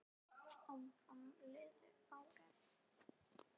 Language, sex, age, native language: Icelandic, female, 10, Icelandic